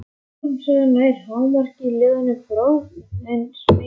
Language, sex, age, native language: Icelandic, male, 11, Icelandic